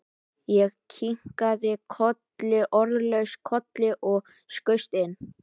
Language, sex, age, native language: Icelandic, male, 12, Icelandic